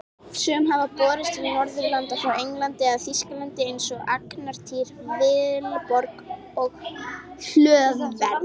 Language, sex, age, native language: Icelandic, female, 18-19, Icelandic